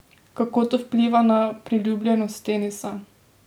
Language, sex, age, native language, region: Slovenian, female, 18-29, Slovenian, Drava region